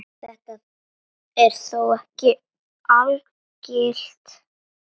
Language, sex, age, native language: Icelandic, female, 9, Icelandic